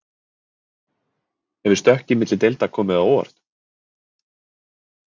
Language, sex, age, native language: Icelandic, male, 20-29, Icelandic